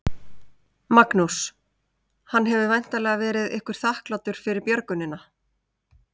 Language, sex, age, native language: Icelandic, female, 30-39, Icelandic